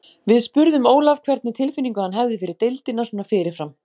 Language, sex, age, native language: Icelandic, female, 40-49, Icelandic